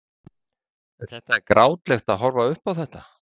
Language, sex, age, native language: Icelandic, male, 50-59, Icelandic